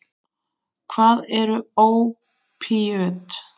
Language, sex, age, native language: Icelandic, female, 8, Icelandic